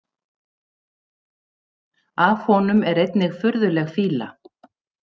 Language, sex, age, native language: Icelandic, female, 60-69, Icelandic